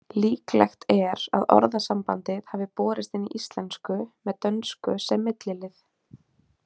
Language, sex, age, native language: Icelandic, female, 20-29, Icelandic